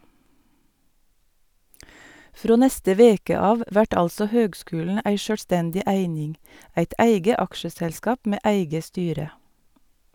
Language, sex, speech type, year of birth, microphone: Norwegian, female, read, 1962, Sennheiser